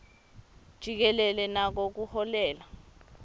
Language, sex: Swati, female